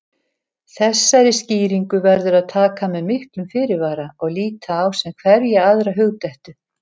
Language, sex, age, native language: Icelandic, female, 70-79, Icelandic